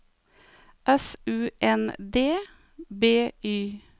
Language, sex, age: Norwegian, female, 49